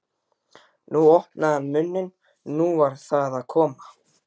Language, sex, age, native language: Icelandic, male, 12, Icelandic